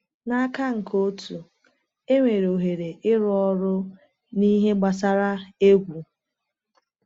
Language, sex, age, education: Igbo, female, 30-45, tertiary